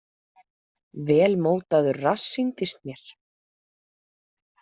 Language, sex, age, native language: Icelandic, female, 30-39, Icelandic